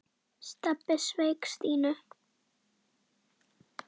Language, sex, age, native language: Icelandic, female, 10, Icelandic